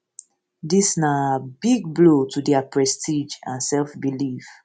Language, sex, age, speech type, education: Nigerian Pidgin, female, 15-29, spontaneous, tertiary